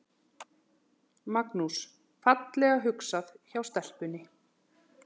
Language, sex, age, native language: Icelandic, male, 12, Icelandic